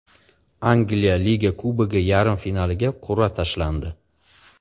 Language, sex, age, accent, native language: Uzbek, male, 35+, Farg'ona, Uzbek